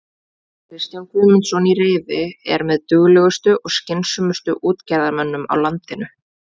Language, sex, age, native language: Icelandic, female, 20-29, Icelandic